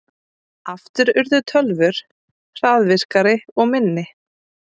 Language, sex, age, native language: Icelandic, female, 30-39, Icelandic